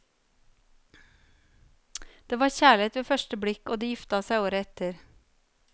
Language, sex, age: Norwegian, female, 39